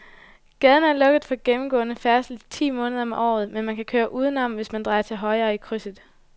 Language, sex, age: Danish, female, 20